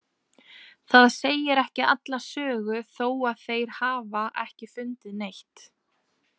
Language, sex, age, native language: Icelandic, female, 20-29, Icelandic